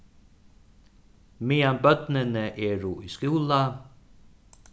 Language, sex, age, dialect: Faroese, male, 36-60, Suðuroy